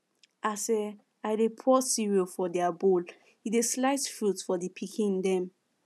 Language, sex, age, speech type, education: Nigerian Pidgin, female, 15-29, spontaneous, secondary